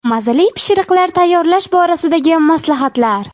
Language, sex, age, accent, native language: Uzbek, female, under 19, Jizzax, Uzbek